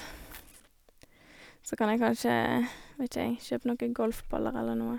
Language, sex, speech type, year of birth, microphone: Norwegian, female, spontaneous, 1988, Sennheiser